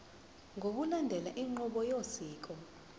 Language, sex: Zulu, female